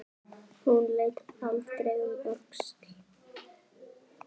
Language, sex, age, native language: Icelandic, female, 9, Icelandic